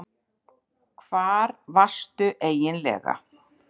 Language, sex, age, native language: Icelandic, female, 60-69, Icelandic